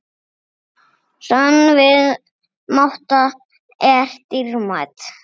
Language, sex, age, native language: Icelandic, male, 6, Icelandic